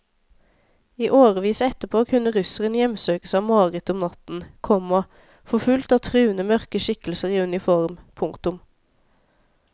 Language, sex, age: Norwegian, female, 26